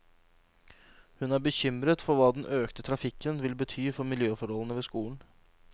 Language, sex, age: Norwegian, male, 26